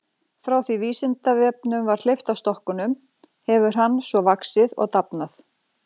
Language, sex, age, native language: Icelandic, female, 40-49, Icelandic